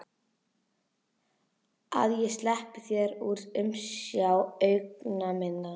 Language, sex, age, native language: Icelandic, female, 11, Icelandic